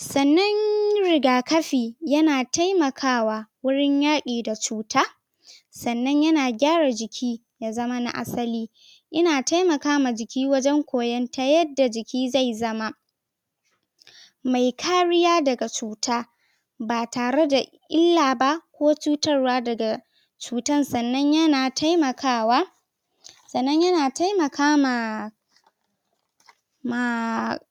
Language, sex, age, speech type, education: Hausa, female, 15-29, spontaneous, tertiary